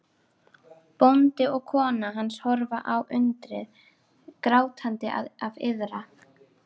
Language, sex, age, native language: Icelandic, female, 12, Icelandic